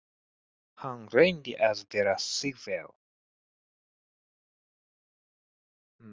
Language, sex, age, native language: Icelandic, male, 30-39, Japanese